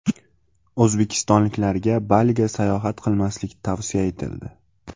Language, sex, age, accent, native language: Uzbek, male, 18-24, Samarqand, Uzbek